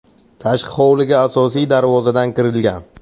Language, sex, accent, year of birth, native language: Uzbek, male, Samarqand, 2004, Uzbek